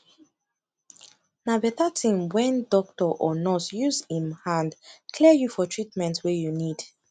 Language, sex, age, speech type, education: Nigerian Pidgin, female, 15-29, spontaneous, tertiary